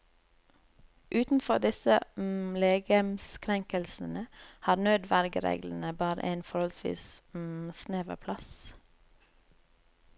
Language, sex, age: Norwegian, female, 30